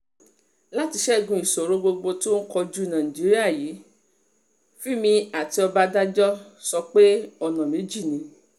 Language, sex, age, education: Yoruba, female, 30-45, tertiary